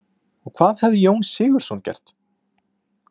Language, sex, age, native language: Icelandic, male, 20-29, Icelandic